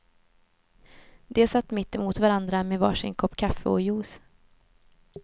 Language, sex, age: Swedish, female, 24